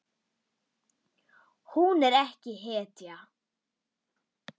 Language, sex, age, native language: Icelandic, female, 10, Icelandic